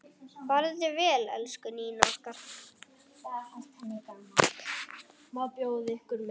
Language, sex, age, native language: Icelandic, male, 8, Icelandic